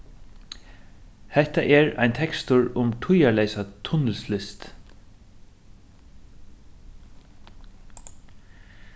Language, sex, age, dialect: Faroese, male, 36-60, Suðurstreymoy